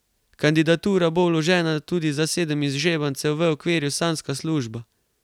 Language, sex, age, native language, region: Slovenian, male, 18-29, Slovenian, Carinthia region